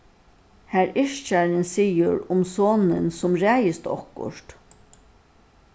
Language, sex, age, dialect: Faroese, female, 61+, Suðurstreymoy